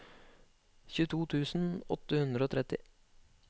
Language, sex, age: Norwegian, male, 25